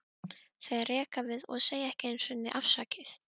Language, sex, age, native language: Icelandic, female, 12, Icelandic